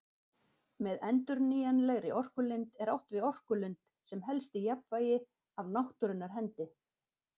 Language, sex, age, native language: Icelandic, female, 50-59, Icelandic